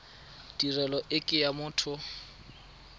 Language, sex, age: Tswana, male, 22